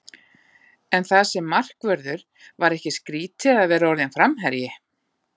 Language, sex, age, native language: Icelandic, female, 40-49, Icelandic